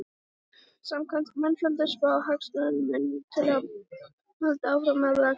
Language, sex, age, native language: Icelandic, female, 18-19, Icelandic